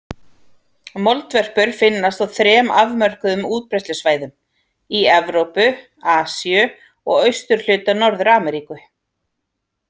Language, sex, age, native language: Icelandic, female, 40-49, Icelandic